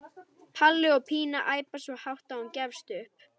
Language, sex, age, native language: Icelandic, male, 12, Icelandic